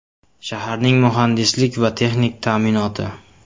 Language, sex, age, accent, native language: Uzbek, male, 25-34, Samarqand, Uzbek